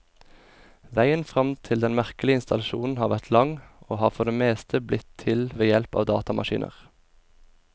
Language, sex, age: Norwegian, male, 24